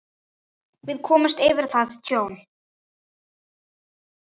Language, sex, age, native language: Icelandic, male, 9, Icelandic